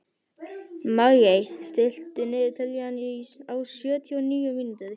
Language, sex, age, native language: Icelandic, female, 11, Icelandic